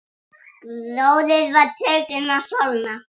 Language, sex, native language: Icelandic, male, Icelandic